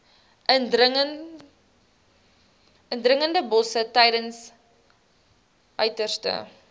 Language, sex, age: Afrikaans, female, 19